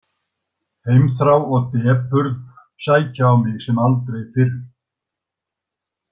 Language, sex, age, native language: Icelandic, male, 60-69, Icelandic